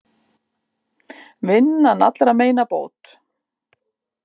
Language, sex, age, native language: Icelandic, female, 50-59, Icelandic